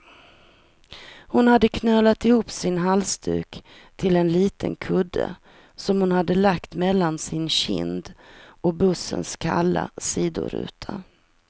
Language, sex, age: Swedish, female, 43